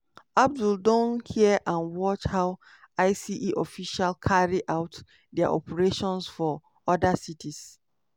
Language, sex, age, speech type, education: Nigerian Pidgin, female, 30-45, spontaneous, tertiary